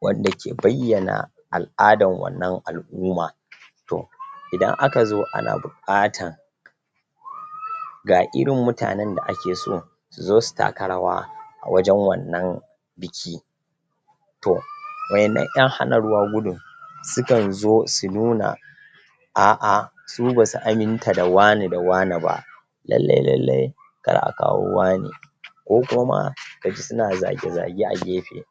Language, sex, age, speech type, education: Hausa, female, 15-29, spontaneous, tertiary